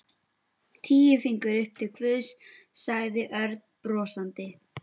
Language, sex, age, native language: Icelandic, female, 11, Icelandic